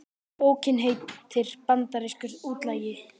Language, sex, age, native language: Icelandic, male, 18-19, Icelandic